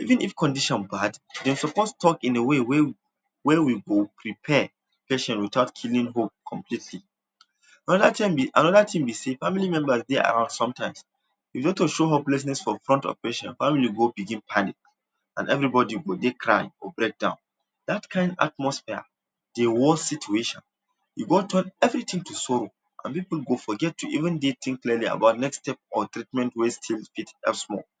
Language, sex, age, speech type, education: Nigerian Pidgin, male, 15-29, spontaneous, tertiary